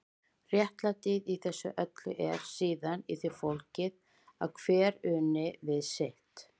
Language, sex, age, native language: Icelandic, female, 50-59, Icelandic